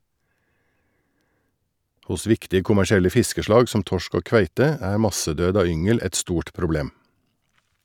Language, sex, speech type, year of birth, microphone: Norwegian, male, read, 1961, Shure